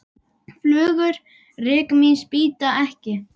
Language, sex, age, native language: Icelandic, male, 10, Icelandic